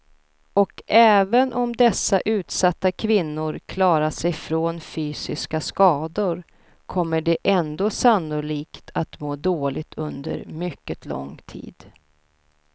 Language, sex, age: Swedish, female, 32